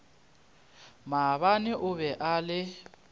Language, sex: Northern Sotho, male